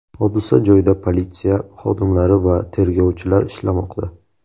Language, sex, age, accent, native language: Uzbek, male, 18-24, Buxoro, Uzbek